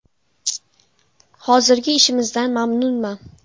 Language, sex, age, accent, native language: Uzbek, female, 12-17, Toshkent shahri, Uzbek